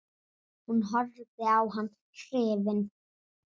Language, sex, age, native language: Icelandic, female, 9, Icelandic